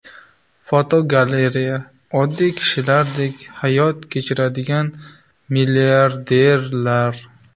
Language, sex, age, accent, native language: Uzbek, male, 18-24, Navoiy, Uzbek